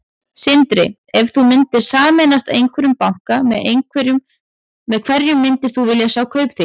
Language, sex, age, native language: Icelandic, female, 30-39, Icelandic